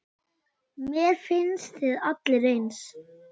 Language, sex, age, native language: Icelandic, male, 9, Icelandic